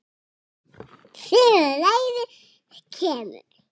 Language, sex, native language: Icelandic, female, Icelandic